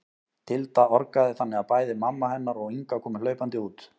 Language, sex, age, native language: Icelandic, male, 20-29, Icelandic